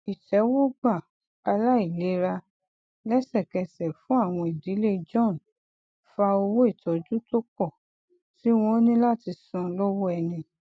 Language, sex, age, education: Yoruba, female, 46-60, tertiary